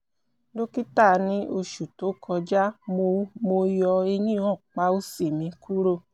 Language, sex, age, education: Yoruba, female, 30-45, tertiary